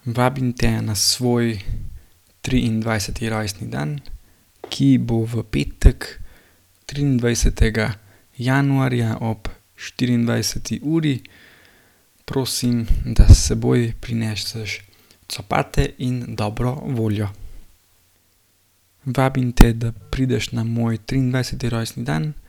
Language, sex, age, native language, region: Slovenian, male, 18-29, Slovenian, Gorenjska region